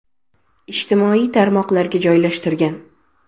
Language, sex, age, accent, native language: Uzbek, female, 12-17, Sirdaryo, Uzbek